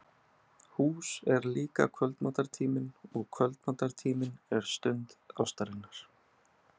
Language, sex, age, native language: Icelandic, male, 30-39, Icelandic